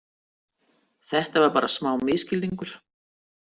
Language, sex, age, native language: Icelandic, female, 60-69, Icelandic